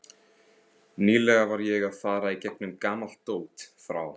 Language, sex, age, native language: Icelandic, male, 15, Icelandic